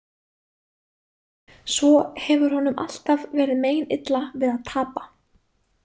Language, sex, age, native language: Icelandic, female, 20-29, Icelandic